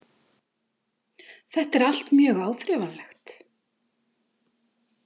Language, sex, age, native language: Icelandic, female, 50-59, Icelandic